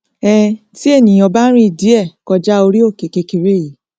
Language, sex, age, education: Yoruba, female, 30-45, tertiary